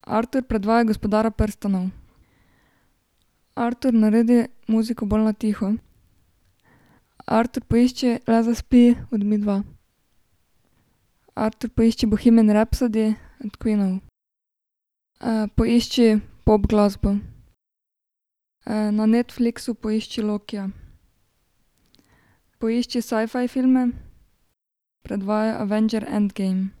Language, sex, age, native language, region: Slovenian, female, 18-29, Slovenian, Drava region